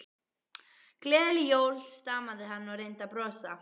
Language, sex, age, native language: Icelandic, female, 12, Icelandic